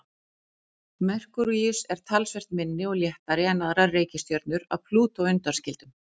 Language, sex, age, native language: Icelandic, female, 40-49, Icelandic